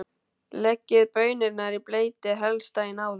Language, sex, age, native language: Icelandic, male, 12, Icelandic